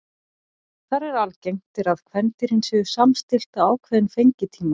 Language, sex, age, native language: Icelandic, female, 40-49, Icelandic